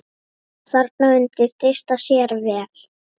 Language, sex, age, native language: Icelandic, female, 7, Icelandic